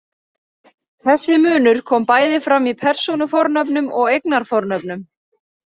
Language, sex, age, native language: Icelandic, female, 30-39, Icelandic